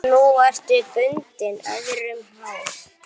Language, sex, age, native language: Icelandic, male, 9, Icelandic